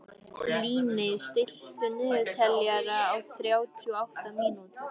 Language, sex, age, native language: Icelandic, female, 13, Icelandic